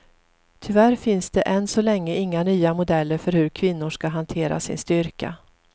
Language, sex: Swedish, female